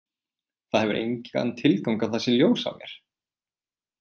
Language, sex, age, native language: Icelandic, male, 20-29, Icelandic